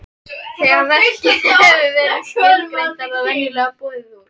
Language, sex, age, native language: Icelandic, female, 13, Icelandic